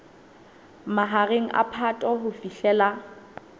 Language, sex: Southern Sotho, female